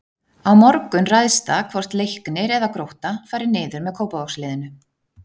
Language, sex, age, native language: Icelandic, female, 30-39, Icelandic